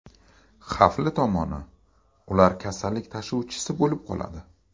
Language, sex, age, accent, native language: Uzbek, male, 35+, Toshkent shahri, Uzbek